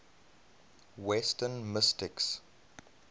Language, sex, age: English, male, 22